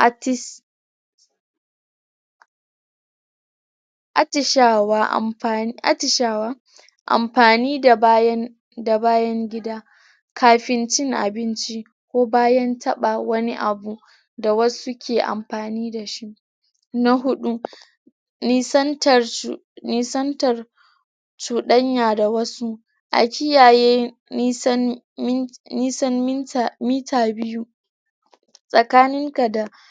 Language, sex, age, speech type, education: Hausa, female, 30-45, spontaneous, tertiary